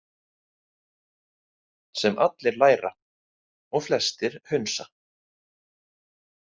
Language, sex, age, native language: Icelandic, male, 30-39, Icelandic